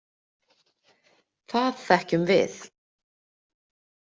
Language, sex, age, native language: Icelandic, female, 50-59, Icelandic